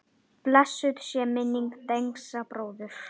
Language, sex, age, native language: Icelandic, male, 9, Icelandic